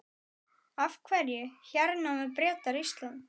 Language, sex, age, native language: Icelandic, male, 9, Icelandic